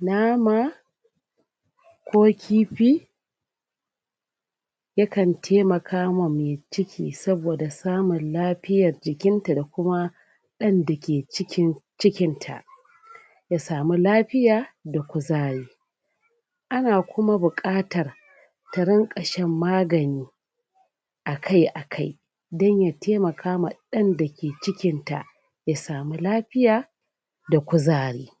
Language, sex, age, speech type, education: Hausa, female, 30-45, spontaneous, tertiary